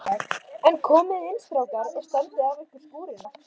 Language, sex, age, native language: Icelandic, female, 12, Icelandic